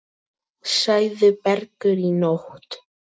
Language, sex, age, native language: Icelandic, female, 18-19, Icelandic